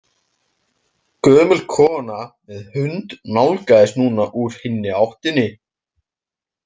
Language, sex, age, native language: Icelandic, male, 18-19, Icelandic